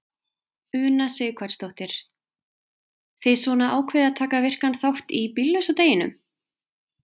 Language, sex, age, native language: Icelandic, female, 30-39, Icelandic